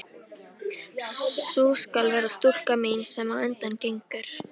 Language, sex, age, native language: Icelandic, female, 13, Icelandic